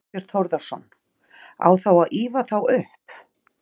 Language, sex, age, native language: Icelandic, female, 40-49, Icelandic